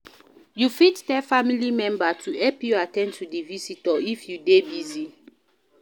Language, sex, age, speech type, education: Nigerian Pidgin, female, 15-29, read, primary